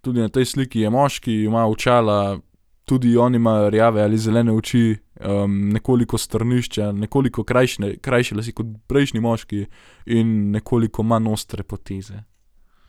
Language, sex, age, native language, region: Slovenian, male, 18-29, Slovenian, Gorenjska region